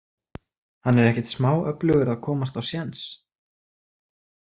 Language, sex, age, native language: Icelandic, male, 20-29, Icelandic